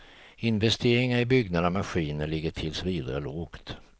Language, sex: Swedish, male